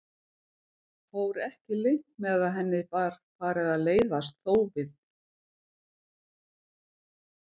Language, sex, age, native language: Icelandic, female, 50-59, Icelandic